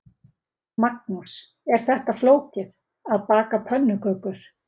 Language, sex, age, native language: Icelandic, female, 40-49, Icelandic